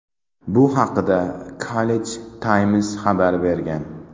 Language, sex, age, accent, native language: Uzbek, male, 12-17, Namangan, Uzbek